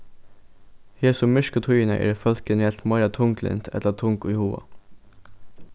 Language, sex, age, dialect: Faroese, male, 15-35, Norðurstreymoy/Eysturoy